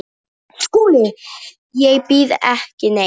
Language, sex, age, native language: Icelandic, female, 10, Polish